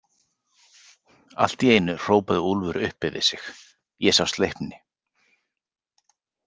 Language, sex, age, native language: Icelandic, male, 40-49, Icelandic